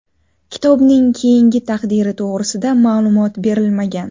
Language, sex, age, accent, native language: Uzbek, female, 18-24, Navoiy, Uzbek